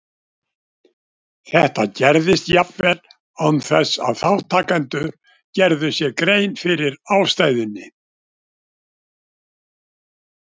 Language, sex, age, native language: Icelandic, male, 70-79, Icelandic